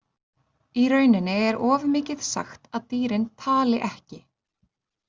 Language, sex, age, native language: Icelandic, female, 30-39, Icelandic